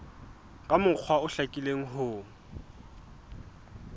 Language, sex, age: Southern Sotho, male, 20